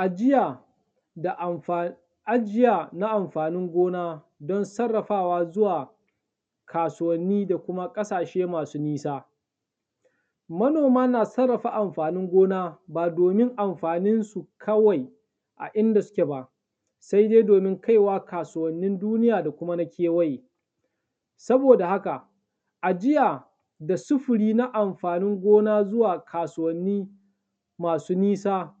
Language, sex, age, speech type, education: Hausa, male, 15-29, spontaneous, tertiary